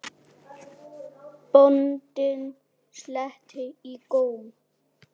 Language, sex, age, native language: Icelandic, male, 8, Icelandic